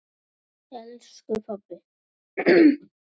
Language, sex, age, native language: Icelandic, male, 9, Icelandic